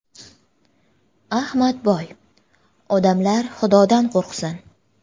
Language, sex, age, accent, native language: Uzbek, female, 18-24, Jizzax, Uzbek